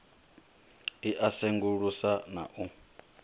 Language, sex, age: Venda, male, 25